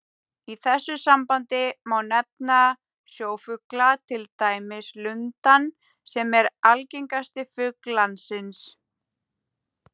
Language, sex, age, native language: Icelandic, female, 30-39, Icelandic